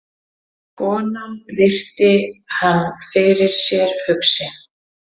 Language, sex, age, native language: Icelandic, female, 40-49, Icelandic